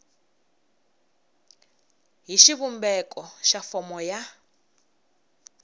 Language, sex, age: Tsonga, female, 19